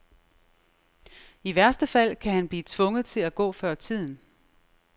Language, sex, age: Danish, female, 36